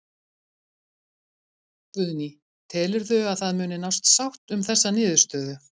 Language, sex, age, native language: Icelandic, female, 50-59, Icelandic